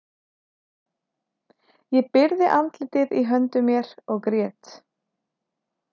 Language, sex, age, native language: Icelandic, female, 30-39, Icelandic